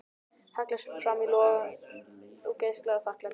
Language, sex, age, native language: Icelandic, male, 12, Icelandic